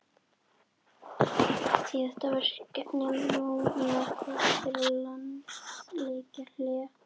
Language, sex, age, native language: Icelandic, female, 11, Icelandic